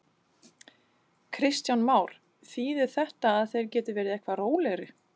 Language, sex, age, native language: Icelandic, female, 40-49, Danish